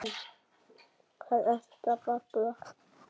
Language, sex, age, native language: Icelandic, male, 7, Icelandic